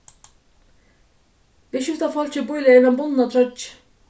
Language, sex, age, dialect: Faroese, female, 36-60, Suðuroy